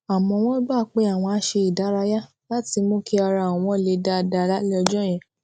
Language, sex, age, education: Yoruba, female, 15-29, tertiary